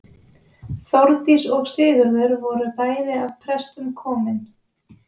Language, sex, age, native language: Icelandic, female, 20-29, Icelandic